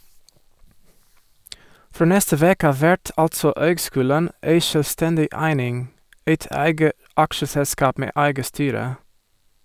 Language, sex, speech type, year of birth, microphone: Norwegian, male, read, 1978, Sennheiser